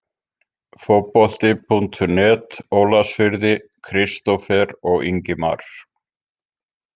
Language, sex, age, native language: Icelandic, male, 50-59, Icelandic